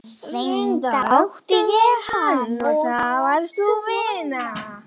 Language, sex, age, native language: Icelandic, female, 11, Icelandic